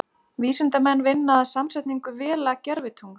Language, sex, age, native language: Icelandic, female, 30-39, Icelandic